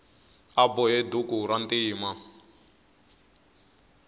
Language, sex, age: Tsonga, male, 21